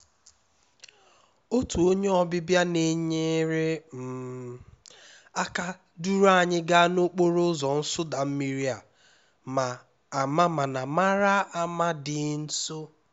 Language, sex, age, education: Igbo, male, 15-29, tertiary